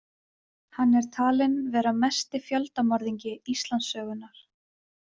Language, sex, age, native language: Icelandic, female, 20-29, Icelandic